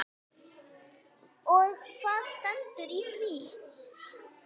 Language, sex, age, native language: Icelandic, female, 9, Icelandic